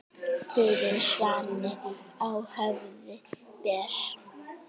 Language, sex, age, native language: Icelandic, female, 9, Icelandic